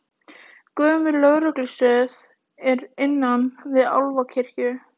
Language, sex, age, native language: Icelandic, female, 18-19, Icelandic